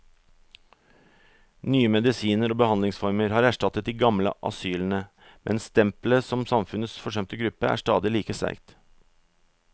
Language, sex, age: Norwegian, male, 44